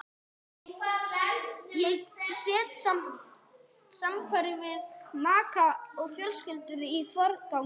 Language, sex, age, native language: Icelandic, female, 30-39, English